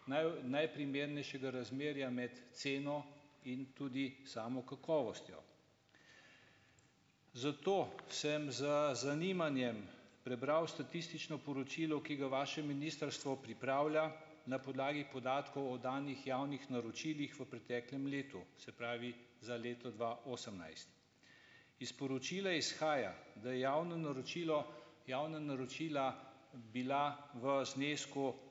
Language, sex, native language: Slovenian, male, Slovenian